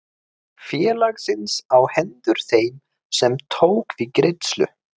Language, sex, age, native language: Icelandic, male, 30-39, Swedish